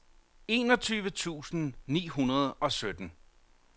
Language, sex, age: Danish, male, 45